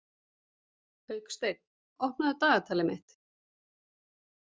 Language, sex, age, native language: Icelandic, female, 40-49, Icelandic